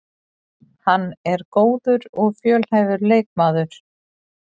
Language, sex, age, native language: Icelandic, female, 40-49, Icelandic